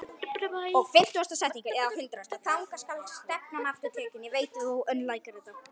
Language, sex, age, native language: Icelandic, male, 9, Icelandic